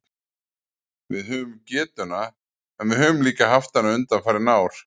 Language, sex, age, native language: Icelandic, male, 40-49, Icelandic